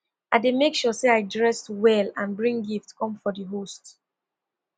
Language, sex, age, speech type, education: Nigerian Pidgin, female, 15-29, spontaneous, tertiary